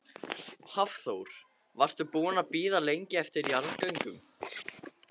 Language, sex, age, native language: Icelandic, male, 14, Icelandic